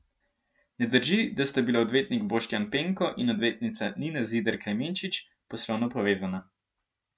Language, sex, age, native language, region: Slovenian, male, 12-17, Slovenian, Gorenjska region